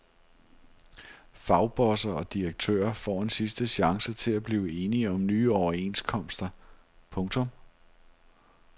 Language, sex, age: Danish, male, 42